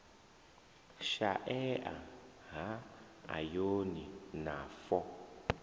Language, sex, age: Venda, male, 23